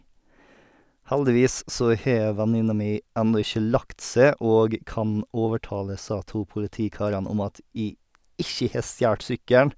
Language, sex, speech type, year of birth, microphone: Norwegian, male, spontaneous, 1989, Sennheiser